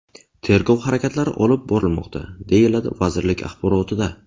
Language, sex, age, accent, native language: Uzbek, male, 18-24, Navoiy, Uzbek